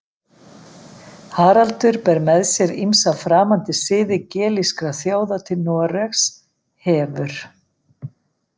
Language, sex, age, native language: Icelandic, female, 50-59, Icelandic